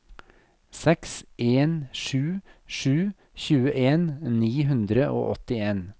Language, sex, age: Norwegian, male, 40